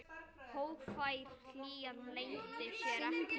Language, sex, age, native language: Icelandic, male, 9, Icelandic